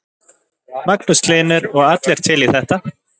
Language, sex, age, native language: Icelandic, male, 20-29, Icelandic